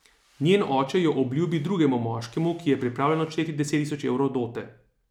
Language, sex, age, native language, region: Slovenian, male, 30-49, Slovenian, Savinja region